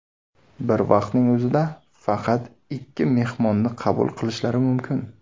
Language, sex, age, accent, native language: Uzbek, male, 19-29, Samarqand, Uzbek